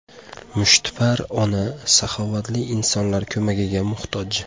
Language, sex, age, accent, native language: Uzbek, male, 25-34, Andijon, Uzbek